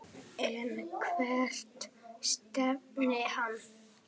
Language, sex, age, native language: Icelandic, male, 8, Icelandic